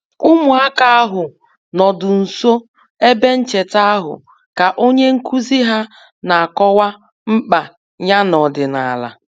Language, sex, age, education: Igbo, female, 30-45, tertiary